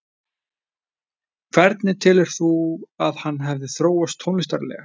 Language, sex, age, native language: Icelandic, male, 20-29, Icelandic